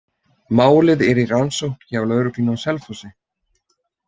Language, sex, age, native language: Icelandic, male, 20-29, Icelandic